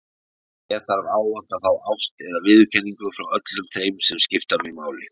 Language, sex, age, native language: Icelandic, male, 60-69, Icelandic